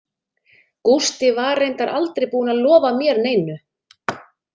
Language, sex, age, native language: Icelandic, female, 30-39, Icelandic